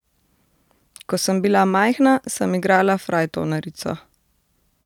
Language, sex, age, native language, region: Slovenian, female, 30-49, Slovenian, Central Slovenia